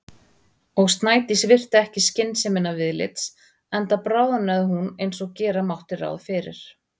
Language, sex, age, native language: Icelandic, female, 40-49, Icelandic